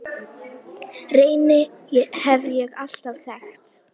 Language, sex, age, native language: Icelandic, female, 9, Icelandic